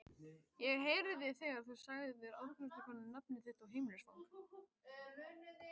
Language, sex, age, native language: Icelandic, other, 14, Icelandic